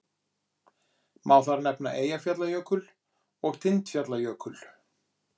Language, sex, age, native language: Icelandic, male, 40-49, Icelandic